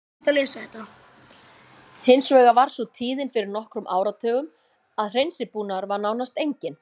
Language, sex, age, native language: Icelandic, female, 50-59, Icelandic